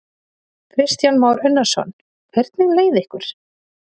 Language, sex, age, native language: Icelandic, female, 30-39, Icelandic